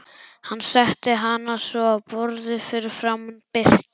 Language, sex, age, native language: Icelandic, male, 11, Icelandic